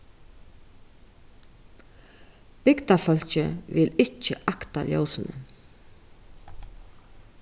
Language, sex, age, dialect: Faroese, female, 36-60, Suðurstreymoy